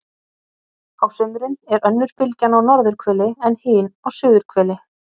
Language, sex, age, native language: Icelandic, female, 30-39, Icelandic